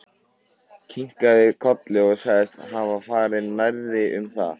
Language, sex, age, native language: Icelandic, male, 13, Icelandic